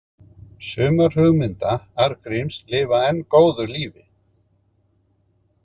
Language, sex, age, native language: Icelandic, male, 50-59, Icelandic